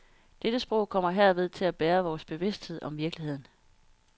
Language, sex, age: Danish, female, 32